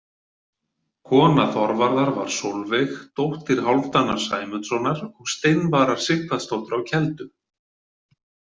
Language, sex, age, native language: Icelandic, male, 40-49, Icelandic